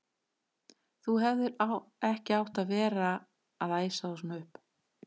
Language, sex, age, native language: Icelandic, female, 50-59, Icelandic